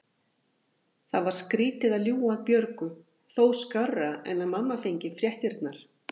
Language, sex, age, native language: Icelandic, female, 40-49, Icelandic